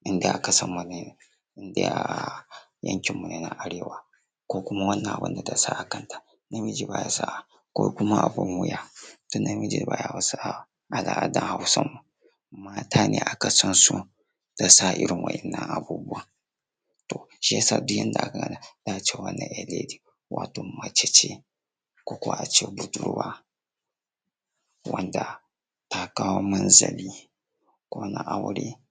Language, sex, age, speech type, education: Hausa, male, 15-29, spontaneous, secondary